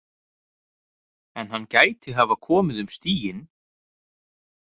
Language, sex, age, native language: Icelandic, male, 30-39, Icelandic